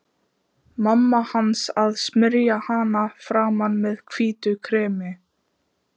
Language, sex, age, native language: Icelandic, female, 15, Icelandic